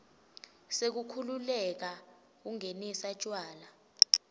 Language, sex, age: Swati, female, 20